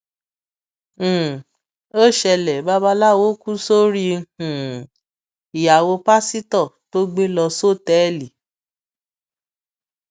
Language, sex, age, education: Yoruba, female, 30-45, tertiary